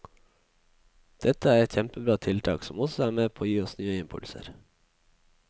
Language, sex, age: Norwegian, male, 21